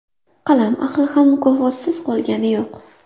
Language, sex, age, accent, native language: Uzbek, female, 25-34, Buxoro, Uzbek